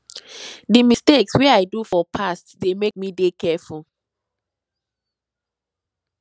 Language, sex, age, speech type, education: Nigerian Pidgin, female, 15-29, spontaneous, tertiary